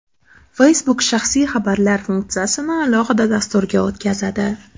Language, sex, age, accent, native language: Uzbek, female, 18-24, Andijon, Uzbek